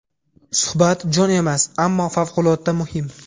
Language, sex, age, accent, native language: Uzbek, male, 18-24, Farg'ona, Uzbek